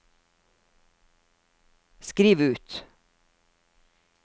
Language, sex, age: Norwegian, female, 50